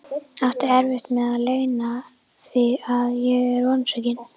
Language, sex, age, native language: Icelandic, female, 11, Icelandic